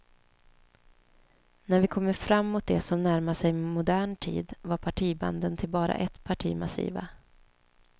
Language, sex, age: Swedish, female, 29